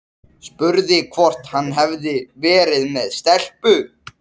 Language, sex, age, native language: Icelandic, male, 13, Icelandic